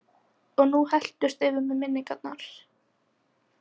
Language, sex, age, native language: Icelandic, female, 18-19, Icelandic